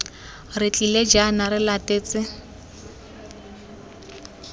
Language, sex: Tswana, female